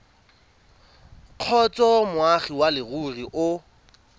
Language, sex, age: Tswana, male, 22